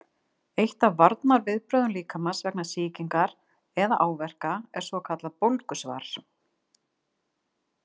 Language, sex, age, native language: Icelandic, female, 50-59, Icelandic